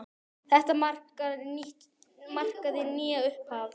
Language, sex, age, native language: Icelandic, male, 10, Icelandic